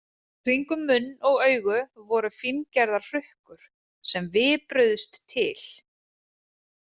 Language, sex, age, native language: Icelandic, female, 30-39, Icelandic